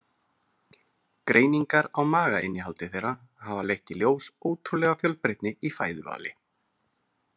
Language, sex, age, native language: Icelandic, male, 30-39, Icelandic